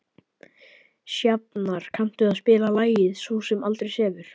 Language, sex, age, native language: Icelandic, male, 11, Icelandic